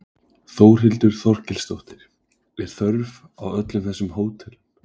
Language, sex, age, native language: Icelandic, male, 20-29, Icelandic